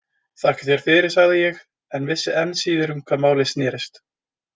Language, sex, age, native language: Icelandic, male, 20-29, Icelandic